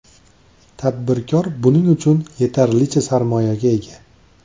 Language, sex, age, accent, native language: Uzbek, male, 25-34, Andijon, Uzbek